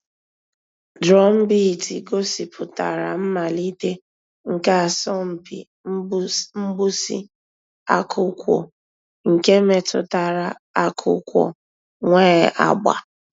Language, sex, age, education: Igbo, female, 15-29, tertiary